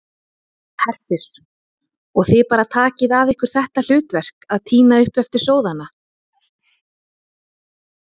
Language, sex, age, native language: Icelandic, female, 30-39, Icelandic